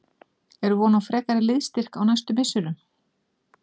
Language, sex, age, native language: Icelandic, female, 40-49, Icelandic